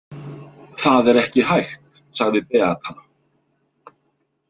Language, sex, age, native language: Icelandic, male, 50-59, Icelandic